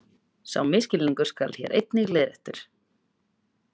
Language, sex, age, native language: Icelandic, female, 30-39, Icelandic